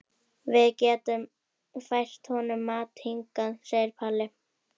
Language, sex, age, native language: Icelandic, female, 11, Icelandic